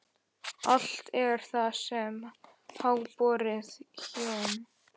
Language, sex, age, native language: Icelandic, male, 11, Icelandic